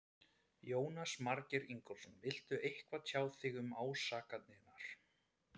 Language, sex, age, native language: Icelandic, male, 30-39, Icelandic